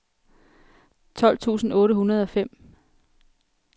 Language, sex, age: Danish, female, 33